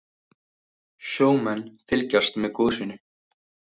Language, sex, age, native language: Icelandic, male, 18-19, Icelandic